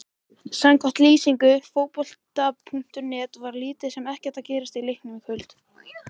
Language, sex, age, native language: Icelandic, male, 18-19, Icelandic